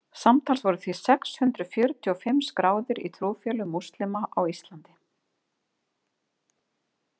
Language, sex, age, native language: Icelandic, female, 50-59, Icelandic